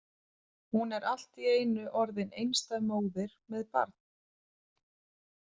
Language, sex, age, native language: Icelandic, female, 30-39, Icelandic